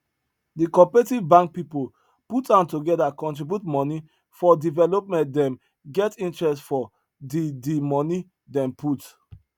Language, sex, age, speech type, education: Nigerian Pidgin, male, 30-45, spontaneous, tertiary